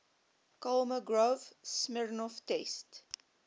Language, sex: English, female